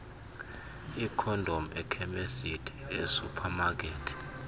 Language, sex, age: Xhosa, male, 32